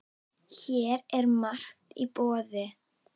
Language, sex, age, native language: Icelandic, female, 9, Icelandic